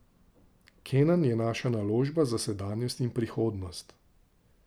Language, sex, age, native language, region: Slovenian, male, 30-49, Slovenian, Drava region